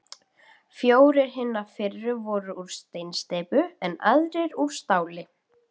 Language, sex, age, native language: Icelandic, female, 12, Icelandic